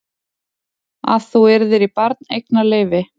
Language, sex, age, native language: Icelandic, female, 40-49, Icelandic